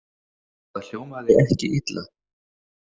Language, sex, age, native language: Icelandic, male, 40-49, Icelandic